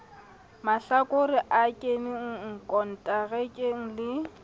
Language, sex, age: Southern Sotho, female, 27